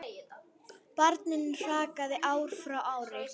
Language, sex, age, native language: Icelandic, female, 10, Icelandic